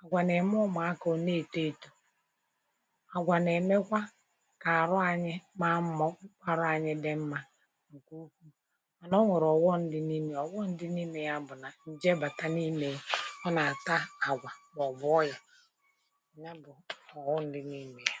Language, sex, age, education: Igbo, female, 30-45, tertiary